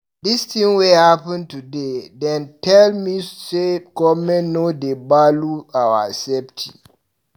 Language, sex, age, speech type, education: Nigerian Pidgin, male, 15-29, read, tertiary